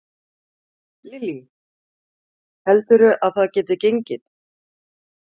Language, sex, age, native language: Icelandic, female, 40-49, Icelandic